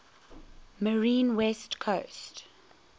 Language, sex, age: English, female, 21